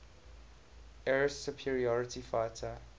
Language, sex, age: English, male, 20